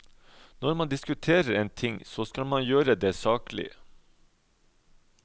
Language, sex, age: Norwegian, male, 31